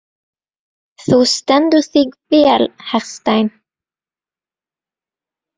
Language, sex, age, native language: Icelandic, female, 20-29, Norwegian